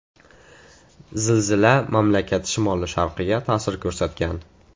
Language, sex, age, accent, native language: Uzbek, male, 18-24, Andijon, Uzbek